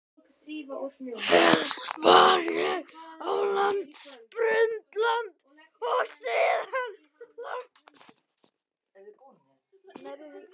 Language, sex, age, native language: Icelandic, male, 12, Icelandic